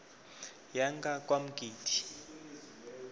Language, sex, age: South Ndebele, male, 23